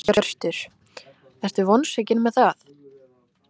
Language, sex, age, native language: Icelandic, female, 30-39, Icelandic